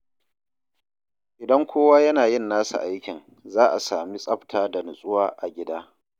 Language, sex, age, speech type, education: Hausa, male, 30-45, read, tertiary